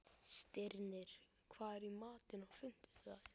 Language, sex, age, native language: Icelandic, male, 11, Icelandic